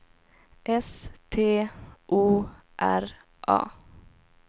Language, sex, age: Swedish, female, 17